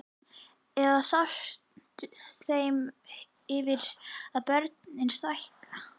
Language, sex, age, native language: Icelandic, female, 11, Icelandic